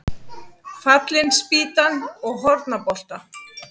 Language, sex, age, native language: Icelandic, female, 50-59, Icelandic